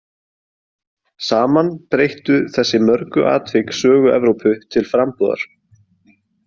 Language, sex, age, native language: Icelandic, male, 20-29, Icelandic